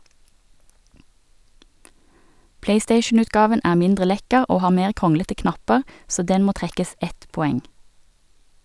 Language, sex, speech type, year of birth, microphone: Norwegian, female, read, 1969, Sennheiser